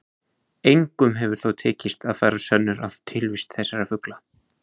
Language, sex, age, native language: Icelandic, male, 20-29, Icelandic